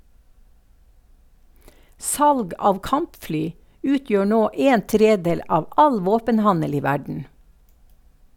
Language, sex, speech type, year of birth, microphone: Norwegian, female, read, 1952, Sennheiser